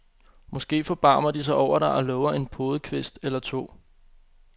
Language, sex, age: Danish, male, 25